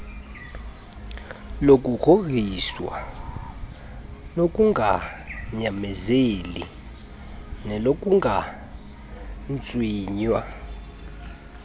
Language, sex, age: Xhosa, male, 32